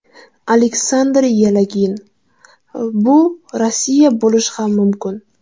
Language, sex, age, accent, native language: Uzbek, female, 18-24, Jizzax, Uzbek